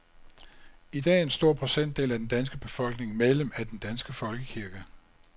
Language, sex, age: Danish, male, 56